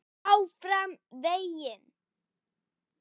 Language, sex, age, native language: Icelandic, female, 8, Icelandic